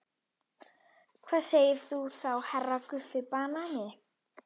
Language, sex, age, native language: Icelandic, female, 21, Icelandic